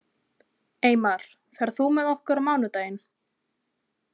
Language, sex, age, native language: Icelandic, female, 20-29, Icelandic